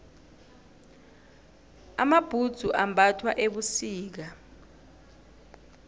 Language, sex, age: South Ndebele, female, 18